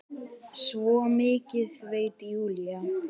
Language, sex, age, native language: Icelandic, male, 10, Icelandic